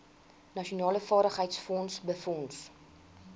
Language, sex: Afrikaans, female